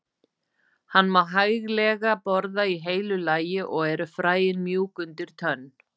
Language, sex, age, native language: Icelandic, female, 50-59, Icelandic